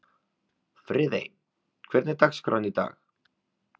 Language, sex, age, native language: Icelandic, male, 30-39, Icelandic